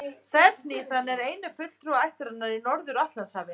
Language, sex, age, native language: Icelandic, female, 30-39, Icelandic